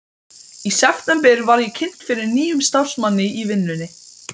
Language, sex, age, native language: Icelandic, male, 12, Icelandic